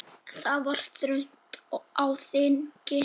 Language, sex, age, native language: Icelandic, male, 7, Icelandic